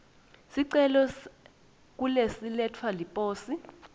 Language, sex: Swati, female